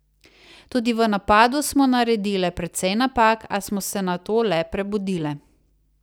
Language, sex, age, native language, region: Slovenian, female, 30-49, Slovenian, Savinja region